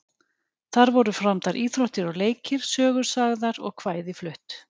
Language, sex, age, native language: Icelandic, female, 40-49, Icelandic